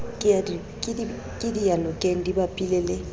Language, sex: Southern Sotho, female